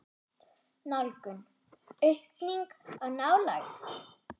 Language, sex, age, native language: Icelandic, female, 10, German